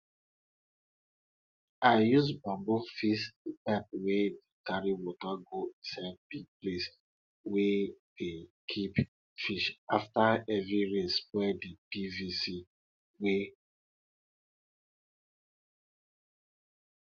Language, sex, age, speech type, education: Nigerian Pidgin, male, 30-45, spontaneous, tertiary